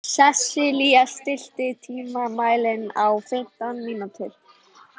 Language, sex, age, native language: Icelandic, male, 13, Icelandic